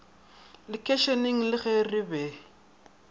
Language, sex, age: Northern Sotho, male, 22